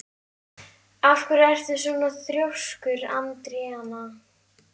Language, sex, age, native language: Icelandic, female, 11, Icelandic